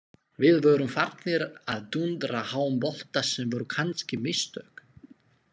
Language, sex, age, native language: Icelandic, male, 20-29, Slovak